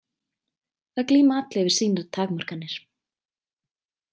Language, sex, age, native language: Icelandic, female, 20-29, Icelandic